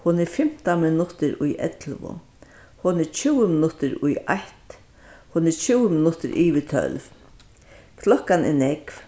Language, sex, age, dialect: Faroese, female, 61+, Vágar